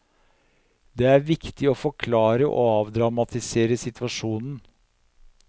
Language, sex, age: Norwegian, male, 57